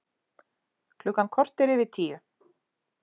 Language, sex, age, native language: Icelandic, female, 40-49, Icelandic